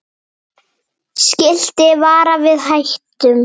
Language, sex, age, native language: Icelandic, female, 8, Icelandic